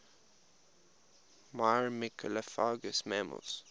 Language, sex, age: English, male, 21